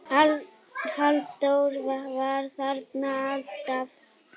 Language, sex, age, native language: Icelandic, female, 7, Icelandic